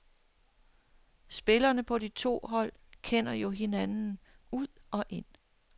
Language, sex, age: Danish, female, 60